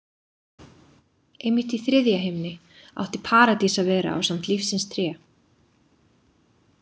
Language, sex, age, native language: Icelandic, female, 30-39, Icelandic